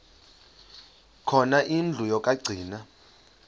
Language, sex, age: Xhosa, male, 35